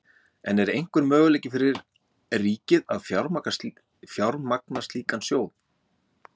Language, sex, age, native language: Icelandic, male, 40-49, Icelandic